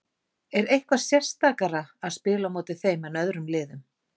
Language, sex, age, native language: Icelandic, female, 40-49, Icelandic